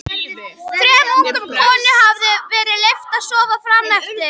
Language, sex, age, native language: Icelandic, female, 11, Icelandic